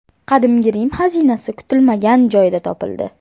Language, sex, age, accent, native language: Uzbek, female, 18-24, Toshkent shahri, Uzbek